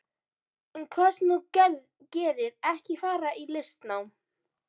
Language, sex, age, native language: Icelandic, female, 12, Icelandic